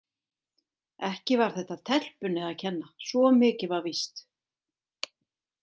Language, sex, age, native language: Icelandic, female, 60-69, Icelandic